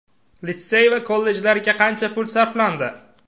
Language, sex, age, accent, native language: Uzbek, male, 18-24, Samarqand, Uzbek